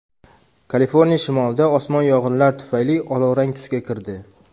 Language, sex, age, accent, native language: Uzbek, male, 19-29, Toshkent shahri, Uzbek